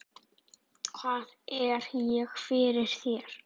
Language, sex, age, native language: Icelandic, female, 9, Icelandic